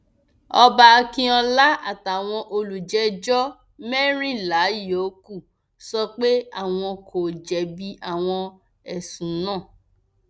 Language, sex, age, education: Yoruba, female, 30-45, tertiary